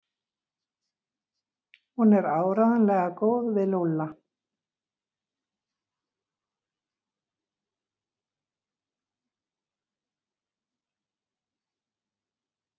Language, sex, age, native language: Icelandic, female, 60-69, Icelandic